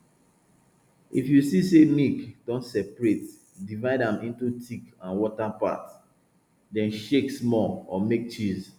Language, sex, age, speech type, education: Nigerian Pidgin, male, 30-45, spontaneous, tertiary